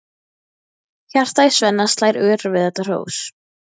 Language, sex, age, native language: Icelandic, female, 12, Icelandic